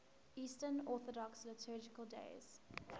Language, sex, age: English, female, 19